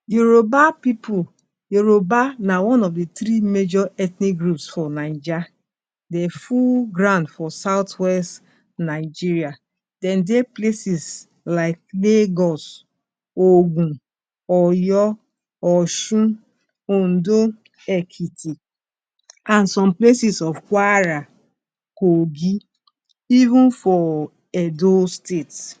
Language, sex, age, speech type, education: Nigerian Pidgin, female, 46-60, spontaneous, tertiary